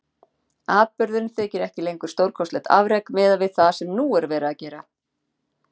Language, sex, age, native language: Icelandic, female, 50-59, Icelandic